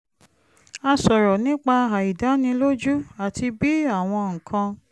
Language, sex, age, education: Yoruba, female, 30-45, tertiary